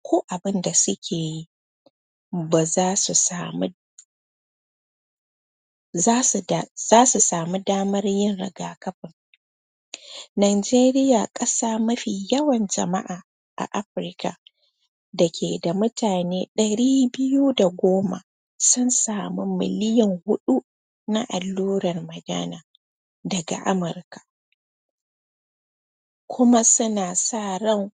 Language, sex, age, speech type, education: Hausa, female, 30-45, spontaneous, tertiary